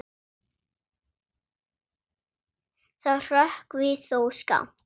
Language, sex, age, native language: Icelandic, female, 7, Swedish